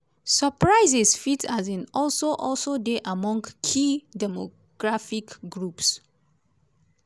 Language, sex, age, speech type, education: Nigerian Pidgin, female, 30-45, spontaneous, tertiary